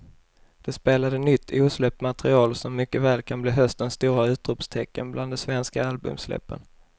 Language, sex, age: Swedish, male, 21